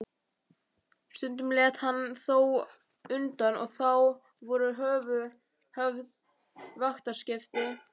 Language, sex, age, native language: Icelandic, male, 11, Icelandic